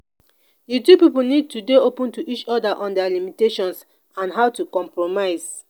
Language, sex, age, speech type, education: Nigerian Pidgin, female, 30-45, spontaneous, tertiary